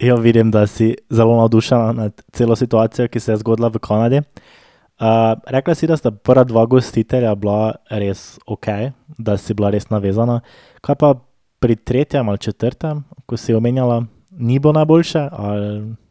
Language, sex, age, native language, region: Slovenian, male, 18-29, Slovenian, Drava region